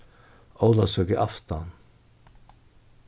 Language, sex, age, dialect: Faroese, male, 61+, Suðurstreymoy